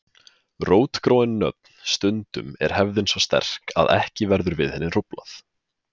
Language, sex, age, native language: Icelandic, male, 20-29, Icelandic